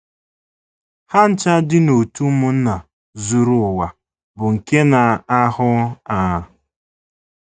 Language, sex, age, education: Igbo, female, 15-29, tertiary